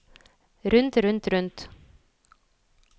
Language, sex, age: Norwegian, female, 27